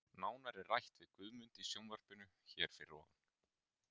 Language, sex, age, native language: Icelandic, male, 30-39, Icelandic